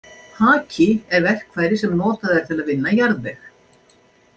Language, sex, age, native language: Icelandic, female, 60-69, Icelandic